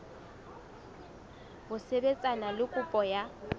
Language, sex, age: Southern Sotho, female, 19